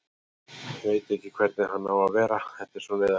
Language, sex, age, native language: Icelandic, male, 40-49, Icelandic